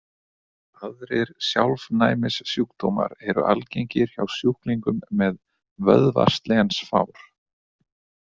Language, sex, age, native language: Icelandic, male, 30-39, Icelandic